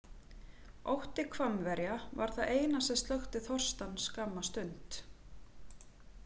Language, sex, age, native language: Icelandic, female, 40-49, Icelandic